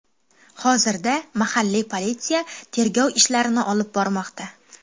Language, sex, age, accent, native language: Uzbek, female, 18-24, Toshkent shahri, Uzbek